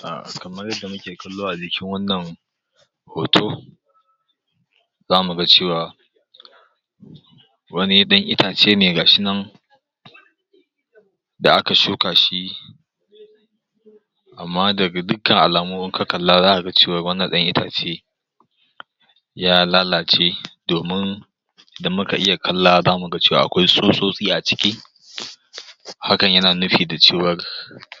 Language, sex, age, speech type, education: Hausa, male, 46-60, spontaneous, tertiary